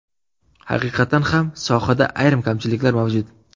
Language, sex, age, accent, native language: Uzbek, male, 18-24, Surxondaryo, Uzbek